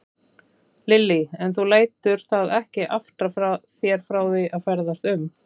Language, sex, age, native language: Icelandic, female, 30-39, Icelandic